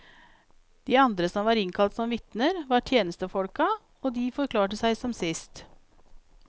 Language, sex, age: Norwegian, female, 42